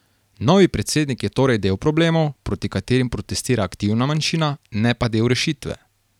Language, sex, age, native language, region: Slovenian, male, 18-29, Slovenian, Carinthia region